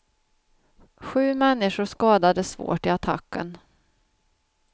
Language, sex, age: Swedish, female, 49